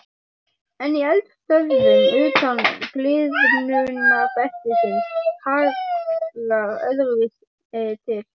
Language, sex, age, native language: Icelandic, male, 12, Icelandic